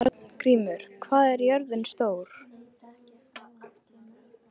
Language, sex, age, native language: Icelandic, female, 13, Icelandic